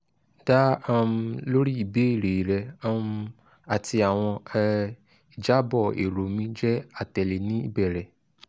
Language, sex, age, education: Yoruba, male, 15-29, tertiary